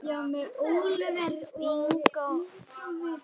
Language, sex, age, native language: Icelandic, male, 9, Icelandic